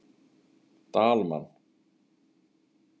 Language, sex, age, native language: Icelandic, male, 30-39, Icelandic